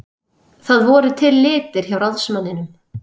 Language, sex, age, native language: Icelandic, female, 30-39, Icelandic